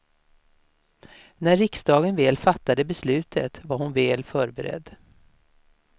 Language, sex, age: Swedish, female, 56